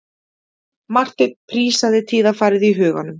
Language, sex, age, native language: Icelandic, female, 40-49, Icelandic